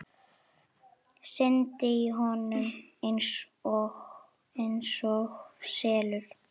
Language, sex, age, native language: Icelandic, male, 6, Icelandic